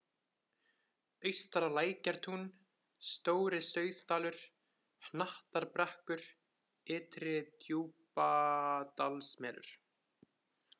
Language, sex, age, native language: Icelandic, male, 20-29, Icelandic